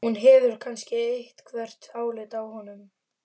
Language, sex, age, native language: Icelandic, female, 12, Icelandic